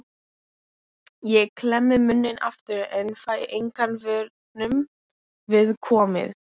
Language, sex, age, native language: Icelandic, other, 12, Icelandic